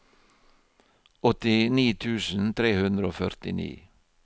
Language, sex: Norwegian, male